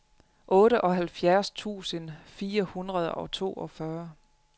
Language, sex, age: Danish, female, 35